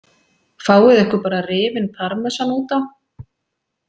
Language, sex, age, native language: Icelandic, female, 40-49, Icelandic